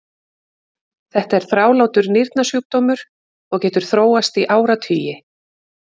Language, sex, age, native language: Icelandic, female, 50-59, Icelandic